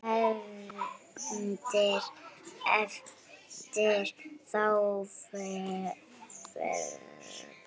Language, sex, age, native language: Icelandic, female, 9, Icelandic